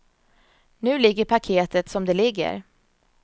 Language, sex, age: Swedish, female, 34